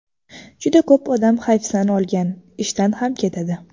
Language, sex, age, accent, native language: Uzbek, female, under 19, Toshkent shahri, Uzbek